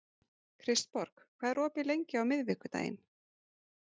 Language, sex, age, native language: Icelandic, female, 40-49, Icelandic